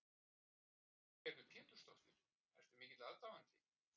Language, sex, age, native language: Icelandic, male, 60-69, Icelandic